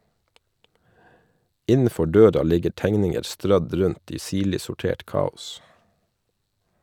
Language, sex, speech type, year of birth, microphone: Norwegian, male, read, 1979, Shure